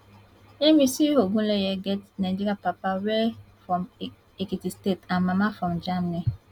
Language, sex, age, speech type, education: Nigerian Pidgin, female, 15-29, spontaneous, tertiary